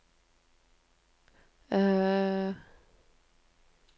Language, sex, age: Norwegian, female, 42